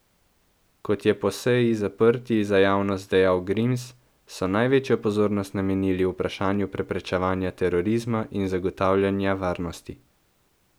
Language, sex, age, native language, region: Slovenian, male, 18-29, Slovenian, Central Slovenia